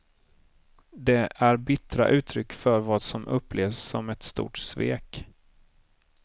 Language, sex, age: Swedish, male, 30